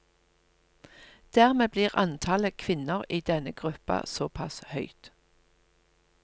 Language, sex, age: Norwegian, female, 57